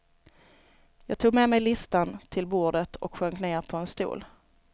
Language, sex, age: Swedish, female, 29